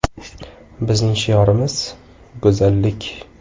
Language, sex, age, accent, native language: Uzbek, male, 18-24, Toshkent viloyati, Uzbek